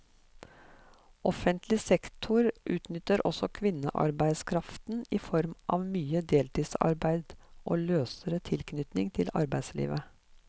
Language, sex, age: Norwegian, female, 54